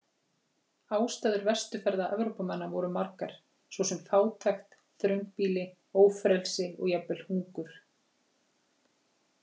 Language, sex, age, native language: Icelandic, female, 40-49, Icelandic